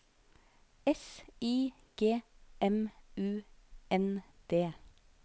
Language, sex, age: Norwegian, female, 25